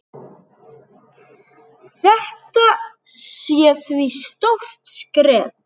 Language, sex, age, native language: Icelandic, male, 9, Icelandic